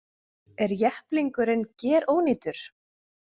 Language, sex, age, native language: Icelandic, female, 20-29, Icelandic